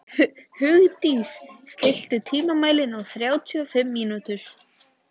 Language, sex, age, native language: Icelandic, female, 14, Icelandic